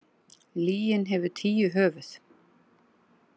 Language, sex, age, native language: Icelandic, female, 40-49, Icelandic